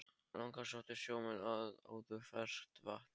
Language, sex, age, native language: Icelandic, male, 13, Polish